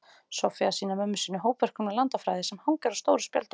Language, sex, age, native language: Icelandic, female, 30-39, Icelandic